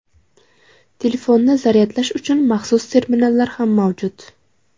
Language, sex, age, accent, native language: Uzbek, female, 18-24, Samarqand, Uzbek